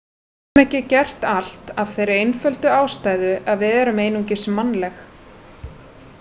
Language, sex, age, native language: Icelandic, female, 30-39, Icelandic